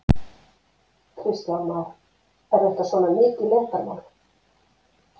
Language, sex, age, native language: Icelandic, female, 50-59, Icelandic